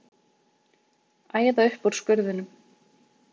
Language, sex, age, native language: Icelandic, female, 20-29, Icelandic